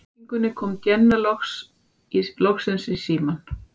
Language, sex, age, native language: Icelandic, female, 50-59, Icelandic